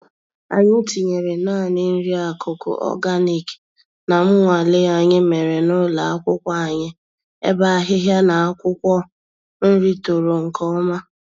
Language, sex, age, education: Igbo, female, 15-29, tertiary